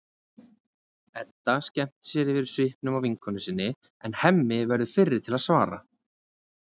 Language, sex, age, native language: Icelandic, male, 20-29, Icelandic